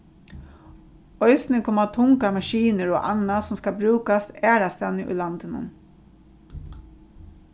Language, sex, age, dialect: Faroese, female, 36-60, Norðurstreymoy/Eysturoy